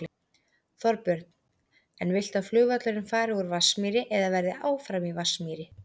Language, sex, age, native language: Icelandic, female, 30-39, Icelandic